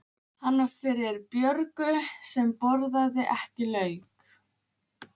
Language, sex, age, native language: Icelandic, female, 15, Icelandic